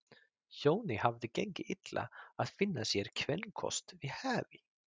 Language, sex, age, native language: Icelandic, male, 30-39, Swedish